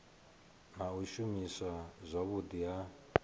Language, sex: Venda, male